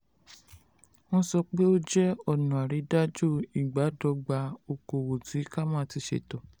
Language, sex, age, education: Yoruba, female, 15-29, secondary